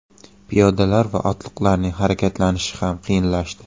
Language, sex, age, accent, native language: Uzbek, male, 18-24, Qoraqalpog'iston, Uzbek